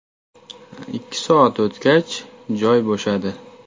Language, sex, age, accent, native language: Uzbek, male, 18-24, Toshkent viloyati, Uzbek